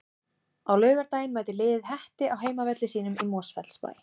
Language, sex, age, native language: Icelandic, female, 18-19, Icelandic